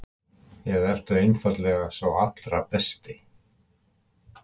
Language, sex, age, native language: Icelandic, male, 50-59, Icelandic